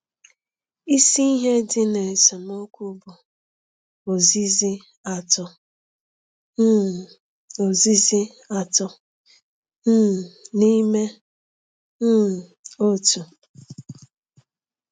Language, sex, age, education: Igbo, female, 30-45, tertiary